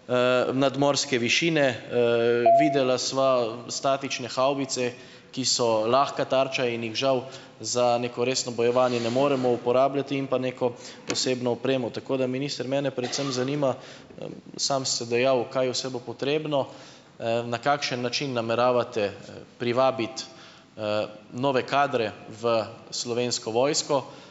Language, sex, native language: Slovenian, male, Slovenian